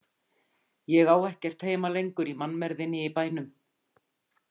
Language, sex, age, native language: Icelandic, female, 50-59, Icelandic